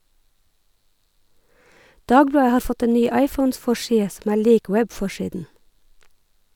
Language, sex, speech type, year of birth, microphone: Norwegian, female, read, 1969, Sennheiser